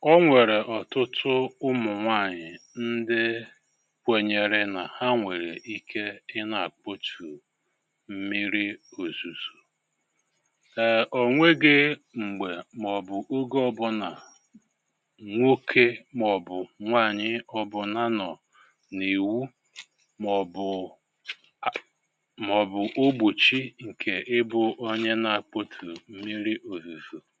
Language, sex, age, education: Igbo, male, 46-60, tertiary